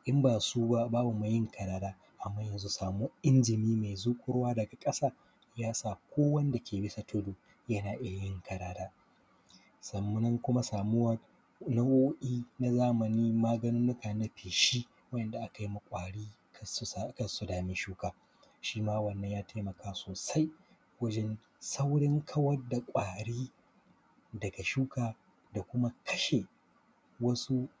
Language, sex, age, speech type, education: Hausa, male, 15-29, spontaneous, primary